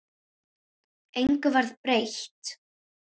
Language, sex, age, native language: Icelandic, female, 9, Icelandic